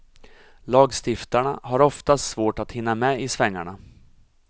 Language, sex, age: Swedish, male, 34